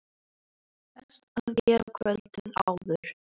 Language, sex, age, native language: Icelandic, female, 10, Icelandic